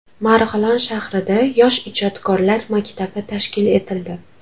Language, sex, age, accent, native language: Uzbek, female, 12-17, Toshkent shahri, Uzbek